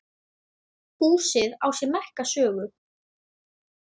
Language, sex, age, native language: Icelandic, male, 10, Icelandic